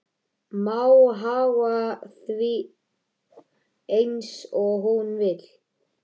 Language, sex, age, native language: Icelandic, male, 13, Icelandic